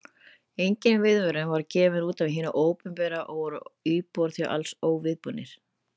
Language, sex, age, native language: Icelandic, female, 30-39, Icelandic